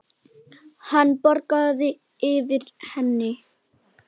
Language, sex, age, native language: Icelandic, male, 8, Icelandic